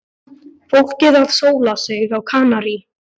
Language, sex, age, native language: Icelandic, male, 12, Icelandic